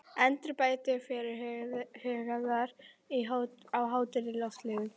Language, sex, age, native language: Icelandic, female, 40-49, Icelandic